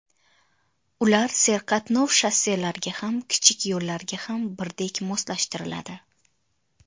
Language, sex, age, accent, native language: Uzbek, female, 19-29, Qashqadaryo, Uzbek